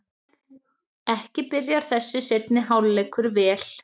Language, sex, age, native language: Icelandic, female, 30-39, Icelandic